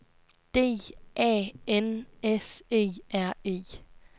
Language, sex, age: Danish, female, 20